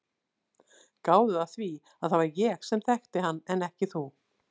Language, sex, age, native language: Icelandic, female, 60-69, Icelandic